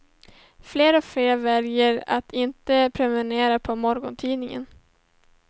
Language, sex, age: Swedish, female, 17